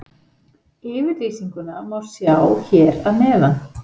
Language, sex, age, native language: Icelandic, male, 18-19, Icelandic